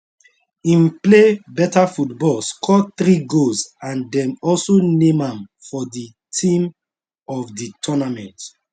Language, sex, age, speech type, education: Nigerian Pidgin, male, 30-45, spontaneous, tertiary